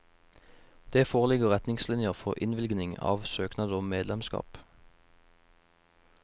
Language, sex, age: Norwegian, male, 21